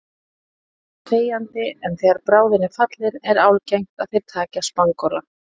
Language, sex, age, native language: Icelandic, female, 30-39, Icelandic